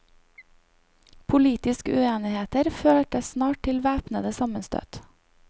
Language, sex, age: Norwegian, female, 25